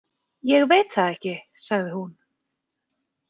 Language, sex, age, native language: Icelandic, female, 40-49, Icelandic